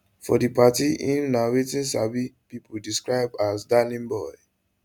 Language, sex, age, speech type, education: Nigerian Pidgin, male, 15-29, spontaneous, tertiary